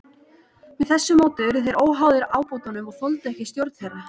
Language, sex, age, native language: Icelandic, female, 30-39, Icelandic